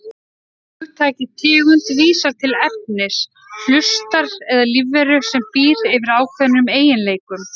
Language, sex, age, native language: Icelandic, female, 30-39, Icelandic